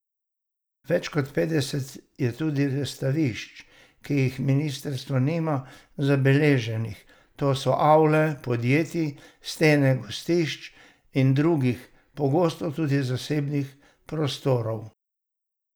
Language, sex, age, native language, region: Slovenian, male, 60+, Slovenian, Savinja region